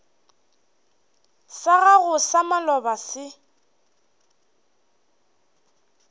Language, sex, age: Northern Sotho, female, 21